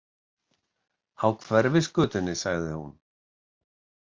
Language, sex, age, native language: Icelandic, male, 60-69, Icelandic